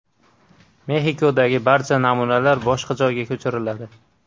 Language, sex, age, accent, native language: Uzbek, male, 18-24, Andijon, Uzbek